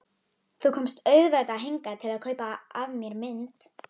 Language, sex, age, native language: Icelandic, female, 11, Icelandic